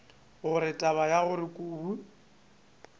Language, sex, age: Northern Sotho, male, 25